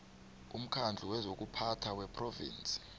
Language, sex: South Ndebele, male